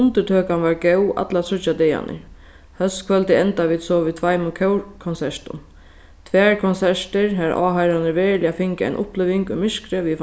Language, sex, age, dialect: Faroese, female, 15-35, Sandoy